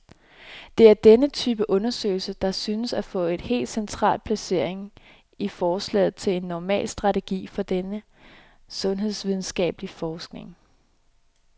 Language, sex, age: Danish, female, 26